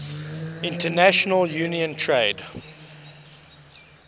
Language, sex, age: English, male, 22